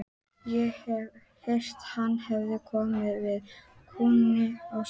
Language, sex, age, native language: Icelandic, female, 12, Icelandic